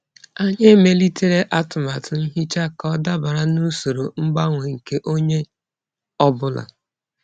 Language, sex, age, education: Igbo, female, 30-45, tertiary